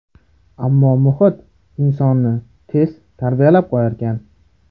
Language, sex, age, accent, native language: Uzbek, male, 18-24, Farg'ona, Uzbek